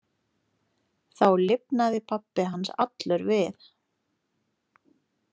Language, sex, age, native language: Icelandic, female, 40-49, Lithuanian